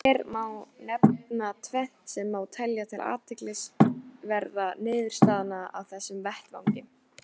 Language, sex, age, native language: Icelandic, female, 18-19, Icelandic